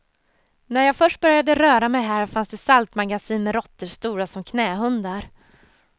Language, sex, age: Swedish, female, 30